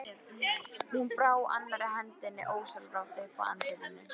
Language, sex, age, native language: Icelandic, female, 13, Icelandic